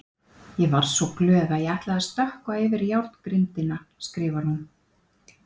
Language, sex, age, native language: Icelandic, female, 50-59, Icelandic